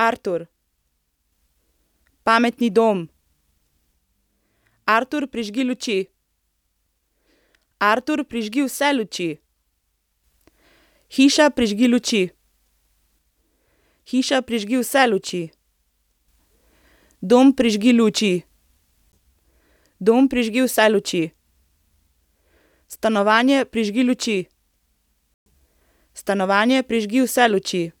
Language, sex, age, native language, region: Slovenian, female, 18-29, Slovenian, Central Slovenia